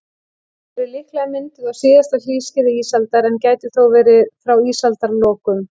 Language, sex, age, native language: Icelandic, female, 18-19, Icelandic